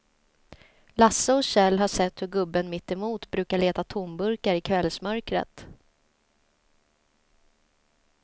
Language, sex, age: Swedish, female, 30